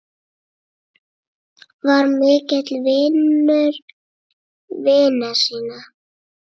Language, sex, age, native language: Icelandic, male, 8, Icelandic